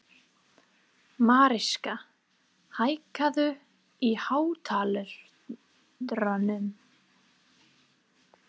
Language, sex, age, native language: Icelandic, female, 30-39, English